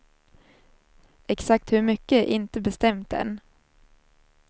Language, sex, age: Swedish, female, 27